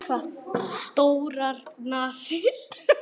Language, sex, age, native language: Icelandic, male, 9, Icelandic